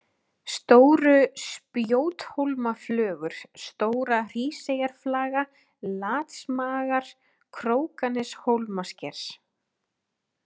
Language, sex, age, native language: Icelandic, female, 30-39, Icelandic